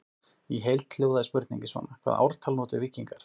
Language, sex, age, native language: Icelandic, male, 40-49, Icelandic